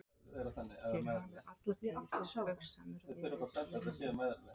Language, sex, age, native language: Icelandic, female, 30-39, Icelandic